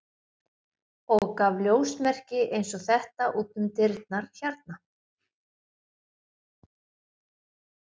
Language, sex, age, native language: Icelandic, female, 50-59, Icelandic